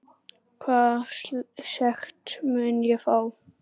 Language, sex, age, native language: Icelandic, male, 10, Icelandic